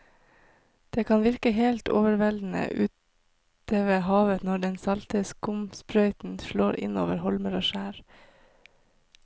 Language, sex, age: Norwegian, female, 26